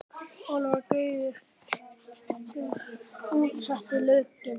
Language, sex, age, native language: Icelandic, male, 10, Icelandic